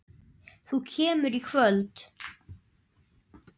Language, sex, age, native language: Icelandic, male, 9, Icelandic